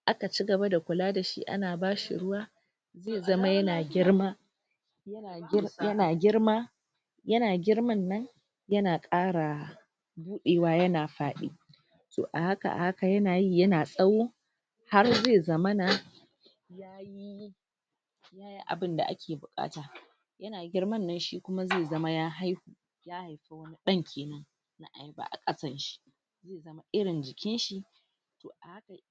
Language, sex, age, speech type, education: Hausa, female, 46-60, spontaneous, tertiary